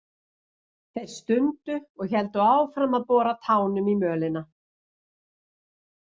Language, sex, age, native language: Icelandic, female, 50-59, Icelandic